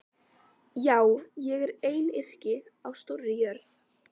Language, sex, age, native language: Icelandic, female, 12, Icelandic